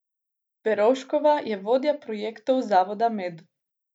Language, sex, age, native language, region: Slovenian, female, 18-29, Slovenian, Gorica region